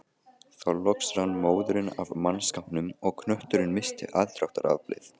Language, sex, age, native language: Icelandic, male, 15, Icelandic